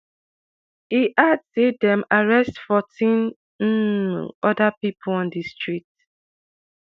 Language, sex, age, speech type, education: Nigerian Pidgin, male, 30-45, spontaneous, tertiary